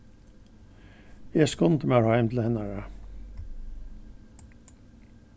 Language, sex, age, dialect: Faroese, male, 61+, Norðurstreymoy/Eysturoy